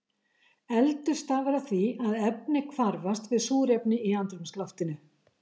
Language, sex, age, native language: Icelandic, female, 70-79, Icelandic